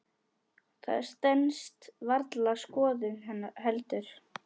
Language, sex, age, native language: Icelandic, female, 10, Icelandic